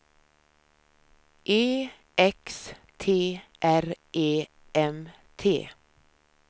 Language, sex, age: Swedish, female, 53